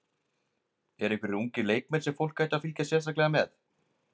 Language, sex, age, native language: Icelandic, male, 20-29, Icelandic